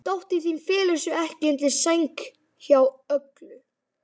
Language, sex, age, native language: Icelandic, male, 11, Icelandic